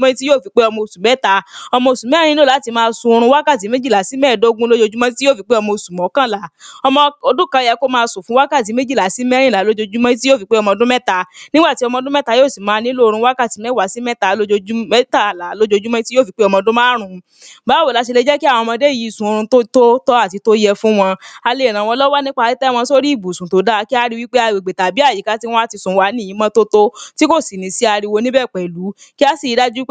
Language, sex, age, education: Yoruba, female, 30-45, primary